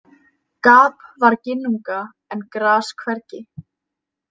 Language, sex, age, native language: Icelandic, female, 18-19, Icelandic